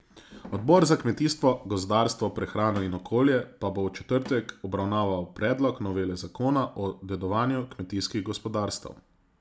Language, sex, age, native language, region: Slovenian, male, 30-49, Slovenian, Zasavska region